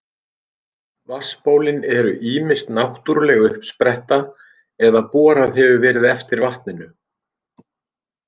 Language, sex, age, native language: Icelandic, male, 50-59, Icelandic